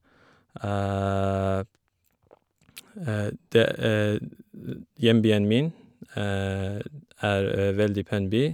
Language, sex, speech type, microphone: Norwegian, female, spontaneous, Shure